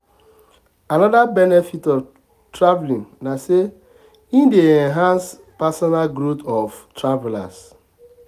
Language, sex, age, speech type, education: Nigerian Pidgin, male, 30-45, spontaneous, tertiary